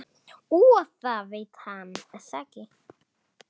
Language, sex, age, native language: Icelandic, male, 7, Italian